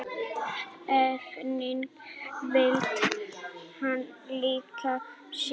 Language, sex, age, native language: Icelandic, male, 18-19, Icelandic